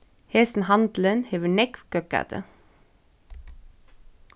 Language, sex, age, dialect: Faroese, female, 15-35, Suðurstreymoy